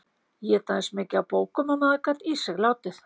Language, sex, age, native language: Icelandic, female, 50-59, Icelandic